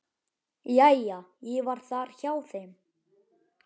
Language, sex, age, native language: Icelandic, male, 11, Icelandic